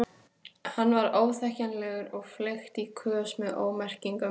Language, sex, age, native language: Icelandic, female, 14, Icelandic